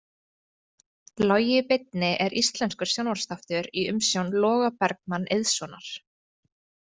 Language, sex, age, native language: Icelandic, female, 20-29, Icelandic